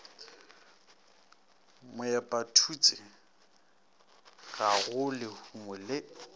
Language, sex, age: Northern Sotho, male, 19